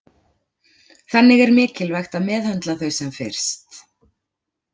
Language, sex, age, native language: Icelandic, female, 40-49, Icelandic